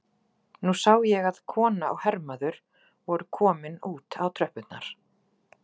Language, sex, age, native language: Icelandic, female, 40-49, Icelandic